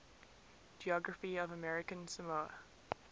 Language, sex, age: English, female, 19